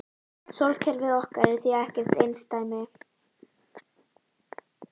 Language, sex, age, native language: Icelandic, female, 18-19, Icelandic